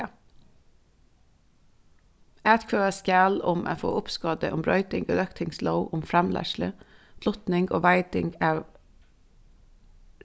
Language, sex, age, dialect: Faroese, female, 15-35, Suðurstreymoy